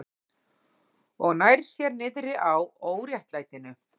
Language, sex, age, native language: Icelandic, female, 40-49, Icelandic